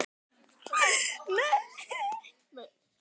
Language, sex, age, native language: Icelandic, female, 20-29, Icelandic